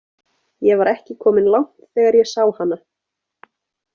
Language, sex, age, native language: Icelandic, female, 20-29, Icelandic